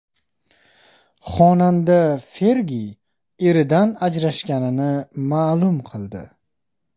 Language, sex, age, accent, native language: Uzbek, male, 25-34, Qashqadaryo, Uzbek